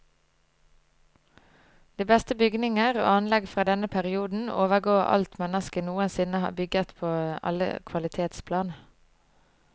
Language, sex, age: Norwegian, female, 25